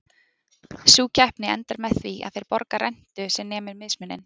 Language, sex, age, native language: Icelandic, female, 20-29, Icelandic